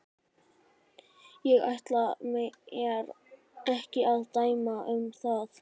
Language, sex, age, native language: Icelandic, male, 12, Icelandic